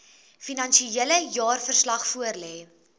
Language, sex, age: Afrikaans, female, 22